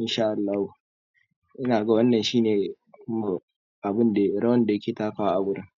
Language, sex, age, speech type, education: Hausa, male, 46-60, spontaneous, tertiary